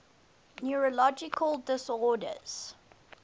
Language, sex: English, female